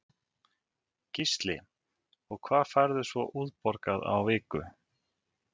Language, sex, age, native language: Icelandic, male, 30-39, Icelandic